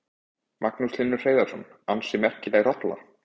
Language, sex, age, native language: Icelandic, male, 20-29, Icelandic